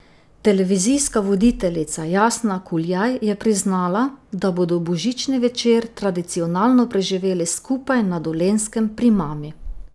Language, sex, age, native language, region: Slovenian, female, 50-59, Slovenian, Drava region